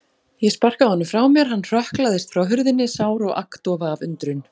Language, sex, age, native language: Icelandic, female, 40-49, Icelandic